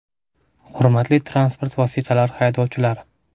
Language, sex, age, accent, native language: Uzbek, male, 18-24, Toshkent viloyati, Uzbek